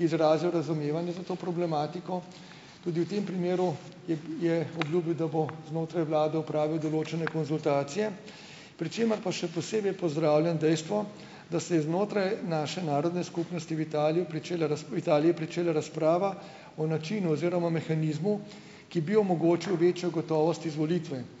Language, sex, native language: Slovenian, male, Slovenian